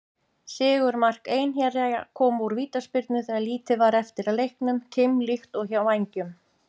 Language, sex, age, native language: Icelandic, female, 50-59, Icelandic